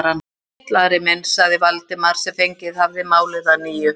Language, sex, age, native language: Icelandic, female, 60-69, Icelandic